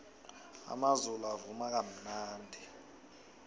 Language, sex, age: South Ndebele, male, 23